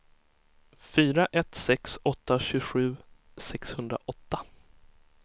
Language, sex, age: Swedish, male, 23